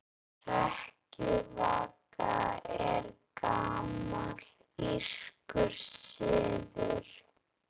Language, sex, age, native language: Icelandic, female, 13, Icelandic